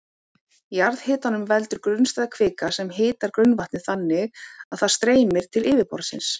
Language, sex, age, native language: Icelandic, female, 18-19, Icelandic